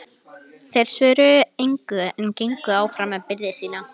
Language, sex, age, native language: Icelandic, female, 11, Icelandic